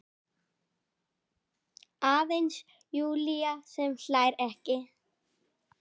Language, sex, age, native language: Icelandic, female, 9, Icelandic